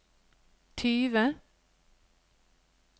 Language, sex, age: Norwegian, female, 50